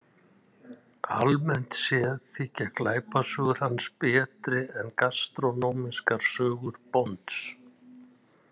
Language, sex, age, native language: Icelandic, male, 60-69, Icelandic